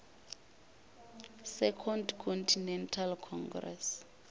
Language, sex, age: Northern Sotho, female, 24